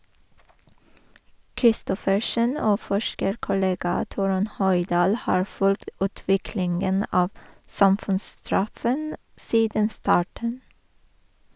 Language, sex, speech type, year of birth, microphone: Norwegian, female, read, 1985, Sennheiser